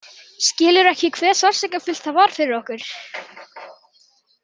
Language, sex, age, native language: Icelandic, male, 18-19, Icelandic